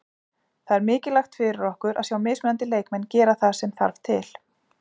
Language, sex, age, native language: Icelandic, female, 40-49, Icelandic